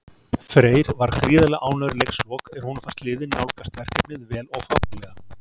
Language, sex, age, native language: Icelandic, male, 40-49, Icelandic